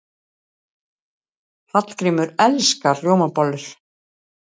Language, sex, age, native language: Icelandic, female, 60-69, Icelandic